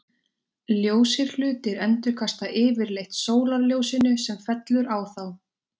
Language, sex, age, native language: Icelandic, female, 20-29, Icelandic